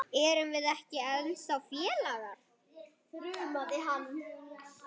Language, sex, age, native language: Icelandic, male, 8, Icelandic